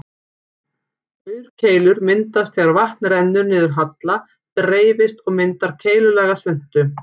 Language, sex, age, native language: Icelandic, female, 40-49, Icelandic